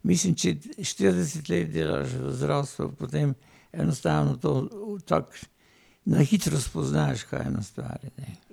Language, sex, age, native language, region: Slovenian, male, 60+, Slovenian, Pomurje region